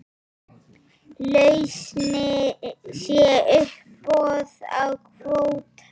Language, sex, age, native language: Icelandic, female, 7, Icelandic